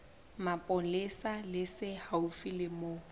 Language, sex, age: Southern Sotho, female, 20